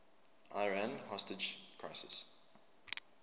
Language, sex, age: English, male, 24